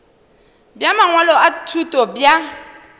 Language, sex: Northern Sotho, female